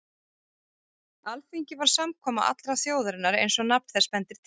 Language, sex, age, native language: Icelandic, female, 30-39, Icelandic